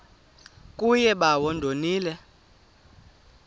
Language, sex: Xhosa, male